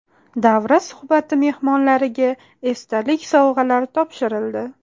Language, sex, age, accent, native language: Uzbek, female, 18-24, Toshkent shahri, Uzbek